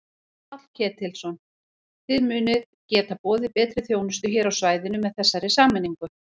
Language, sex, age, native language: Icelandic, female, 40-49, Icelandic